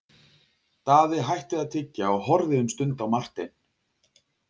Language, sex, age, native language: Icelandic, male, 40-49, Icelandic